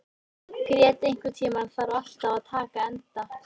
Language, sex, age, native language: Icelandic, female, 18-19, Icelandic